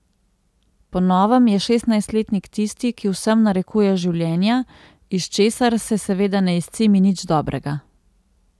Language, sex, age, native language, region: Slovenian, female, 30-49, Slovenian, Central Slovenia